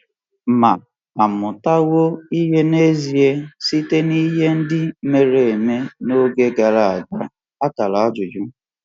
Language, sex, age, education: Igbo, male, 15-29, tertiary